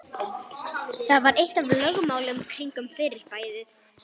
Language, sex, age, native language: Icelandic, female, 11, Icelandic